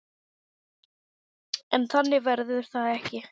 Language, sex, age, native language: Icelandic, female, 10, Icelandic